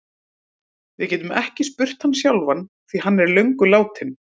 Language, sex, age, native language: Icelandic, female, 30-39, Icelandic